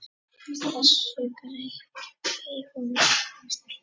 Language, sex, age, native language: Icelandic, male, 10, Icelandic